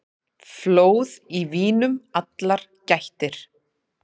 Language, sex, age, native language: Icelandic, female, 30-39, Icelandic